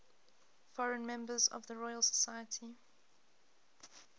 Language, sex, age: English, female, 20